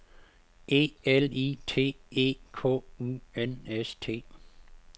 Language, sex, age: Danish, male, 52